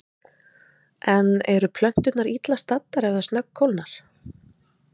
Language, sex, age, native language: Icelandic, female, 30-39, Icelandic